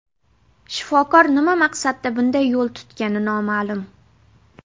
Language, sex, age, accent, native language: Uzbek, female, 18-24, Namangan, Uzbek